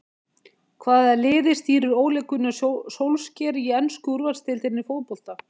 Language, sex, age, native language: Icelandic, female, 50-59, Icelandic